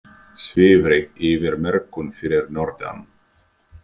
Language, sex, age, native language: Icelandic, male, 30-39, Icelandic